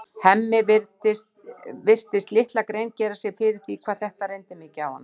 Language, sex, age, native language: Icelandic, female, 60-69, Icelandic